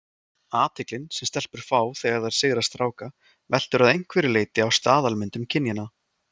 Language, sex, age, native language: Icelandic, male, 20-29, Icelandic